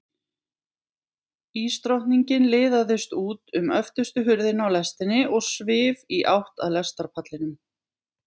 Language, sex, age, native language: Icelandic, female, 20-29, Icelandic